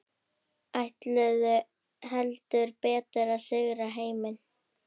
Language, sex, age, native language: Icelandic, female, 11, Icelandic